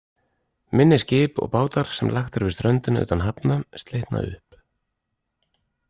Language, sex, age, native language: Icelandic, male, 40-49, Icelandic